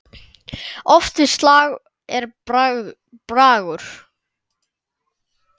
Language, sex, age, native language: Icelandic, male, 9, Icelandic